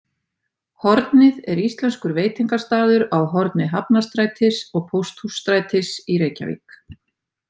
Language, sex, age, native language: Icelandic, female, 50-59, Icelandic